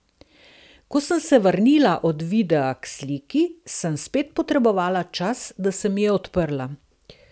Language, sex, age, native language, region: Slovenian, female, 60+, Slovenian, Southeast Slovenia